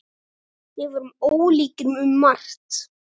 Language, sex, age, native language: Icelandic, male, 9, Icelandic